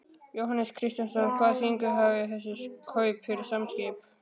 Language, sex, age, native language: Icelandic, male, 12, Icelandic